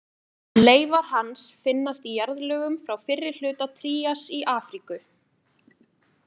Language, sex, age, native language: Icelandic, female, 20-29, Icelandic